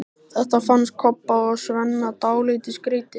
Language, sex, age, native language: Icelandic, male, 13, Icelandic